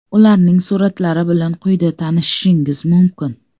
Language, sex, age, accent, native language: Uzbek, female, 35+, Samarqand, Uzbek